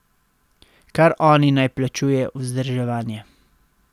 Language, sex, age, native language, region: Slovenian, male, 30-49, Slovenian, Central Slovenia